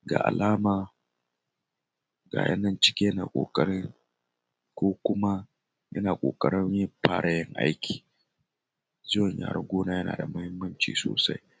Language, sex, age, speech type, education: Hausa, male, 30-45, spontaneous, tertiary